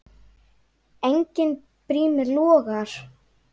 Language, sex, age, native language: Icelandic, female, 9, Icelandic